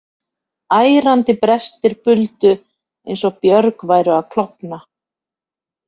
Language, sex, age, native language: Icelandic, female, 50-59, Icelandic